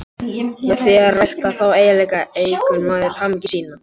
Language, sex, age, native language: Icelandic, male, 11, Icelandic